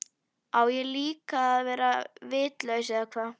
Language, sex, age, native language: Icelandic, female, 11, Icelandic